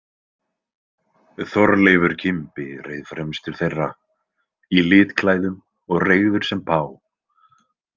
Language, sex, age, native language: Icelandic, male, 20-29, Icelandic